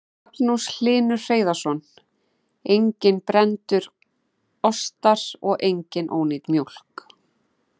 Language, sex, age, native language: Icelandic, female, 40-49, Icelandic